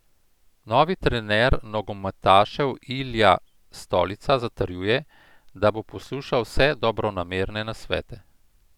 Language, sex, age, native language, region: Slovenian, male, 50-59, Slovenian, Central Slovenia